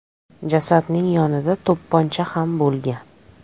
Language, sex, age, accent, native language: Uzbek, female, 25-34, Farg'ona, Uzbek